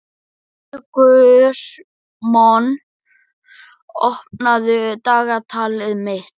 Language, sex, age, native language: Icelandic, male, 11, Icelandic